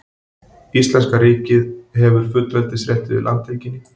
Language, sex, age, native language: Icelandic, male, 40-49, Icelandic